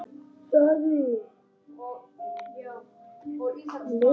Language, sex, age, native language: Icelandic, male, 9, Icelandic